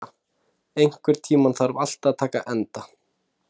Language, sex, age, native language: Icelandic, male, 30-39, Icelandic